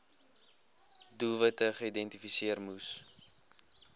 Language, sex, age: Afrikaans, male, 20